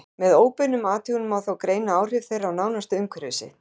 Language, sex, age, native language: Icelandic, female, 50-59, Icelandic